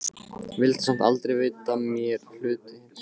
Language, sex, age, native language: Icelandic, male, 15, Icelandic